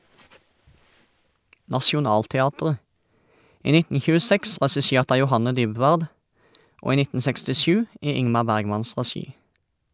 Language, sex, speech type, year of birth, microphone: Norwegian, male, read, 1989, Shure